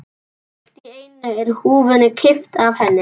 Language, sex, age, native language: Icelandic, male, 11, Icelandic